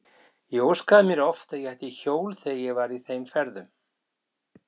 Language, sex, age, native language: Icelandic, male, 60-69, Icelandic